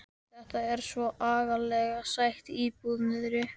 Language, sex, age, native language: Icelandic, male, 12, Icelandic